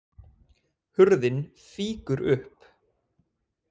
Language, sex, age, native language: Icelandic, male, 20-29, Icelandic